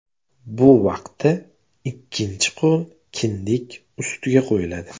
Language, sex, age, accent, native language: Uzbek, male, 18-24, Namangan, Uzbek